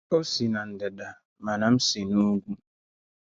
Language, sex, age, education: Igbo, male, 30-45, tertiary